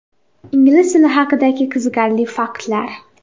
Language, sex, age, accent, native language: Uzbek, female, 18-24, Xorazm, Uzbek